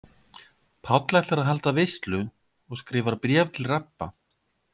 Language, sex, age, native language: Icelandic, male, 50-59, Icelandic